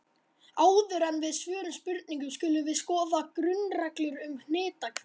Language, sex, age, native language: Icelandic, male, 18-19, Icelandic